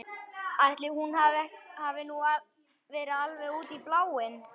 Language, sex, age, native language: Icelandic, male, 11, Icelandic